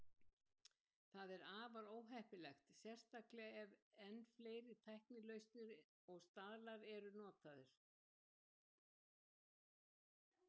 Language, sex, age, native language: Icelandic, female, 70-79, Icelandic